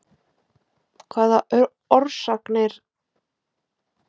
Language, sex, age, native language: Icelandic, female, 18-19, Icelandic